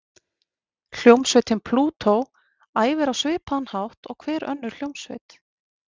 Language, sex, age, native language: Icelandic, female, 40-49, Icelandic